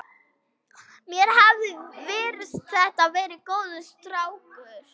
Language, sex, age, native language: Icelandic, female, 11, Icelandic